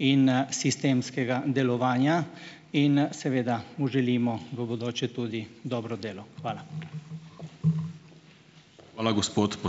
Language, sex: Slovenian, male